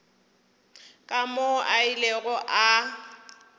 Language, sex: Northern Sotho, female